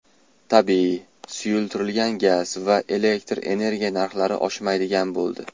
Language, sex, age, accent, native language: Uzbek, male, 19-29, Toshkent shahri, Uzbek